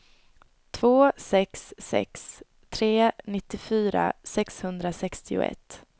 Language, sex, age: Swedish, female, 22